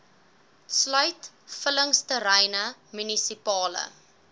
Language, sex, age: Afrikaans, female, 18